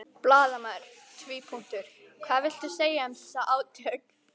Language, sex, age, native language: Icelandic, female, 11, Icelandic